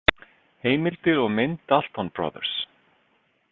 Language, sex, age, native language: Icelandic, male, 50-59, Icelandic